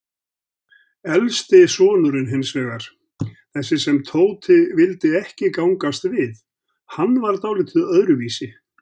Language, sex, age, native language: Icelandic, male, 70-79, Icelandic